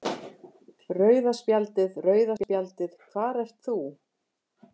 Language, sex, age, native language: Icelandic, female, 50-59, Icelandic